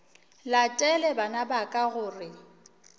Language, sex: Northern Sotho, female